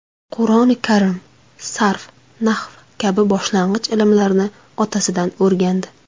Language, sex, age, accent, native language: Uzbek, female, 19-29, Samarqand, Uzbek